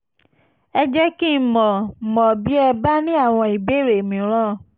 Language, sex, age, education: Yoruba, female, 15-29, tertiary